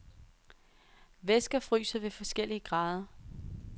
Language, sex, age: Danish, female, 23